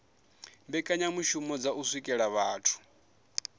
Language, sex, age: Venda, male, 21